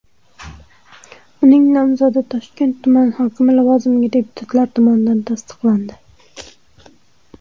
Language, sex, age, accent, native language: Uzbek, female, 18-24, Qashqadaryo, Uzbek